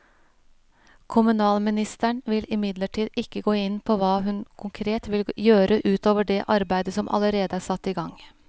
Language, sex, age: Norwegian, female, 41